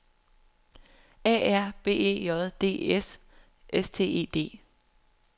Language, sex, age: Danish, female, 23